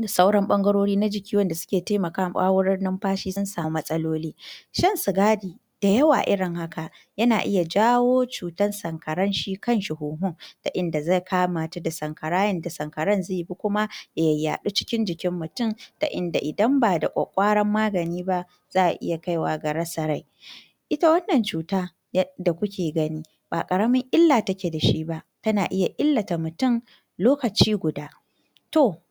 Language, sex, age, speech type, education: Hausa, female, 46-60, spontaneous, tertiary